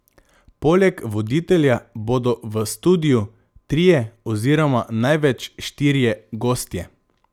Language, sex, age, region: Slovenian, male, 18-29, Drava region